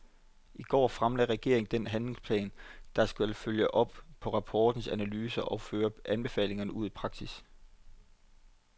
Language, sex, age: Danish, male, 25